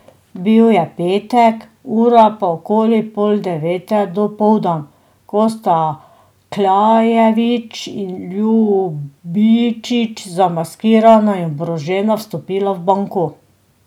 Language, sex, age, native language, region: Slovenian, female, 50-59, Slovenian, Drava region